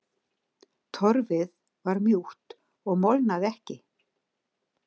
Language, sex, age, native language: Icelandic, female, 60-69, Icelandic